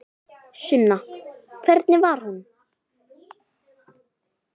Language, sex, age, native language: Icelandic, female, 10, Icelandic